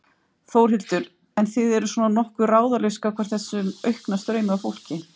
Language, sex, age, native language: Icelandic, female, 50-59, Icelandic